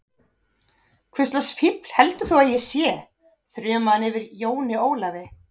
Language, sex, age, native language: Icelandic, female, 30-39, Icelandic